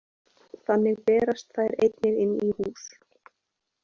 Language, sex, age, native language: Icelandic, female, 20-29, Icelandic